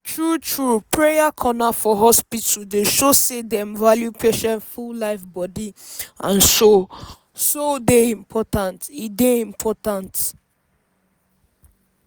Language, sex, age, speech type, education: Nigerian Pidgin, female, 15-29, spontaneous, tertiary